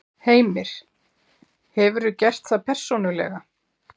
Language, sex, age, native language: Icelandic, female, 40-49, Icelandic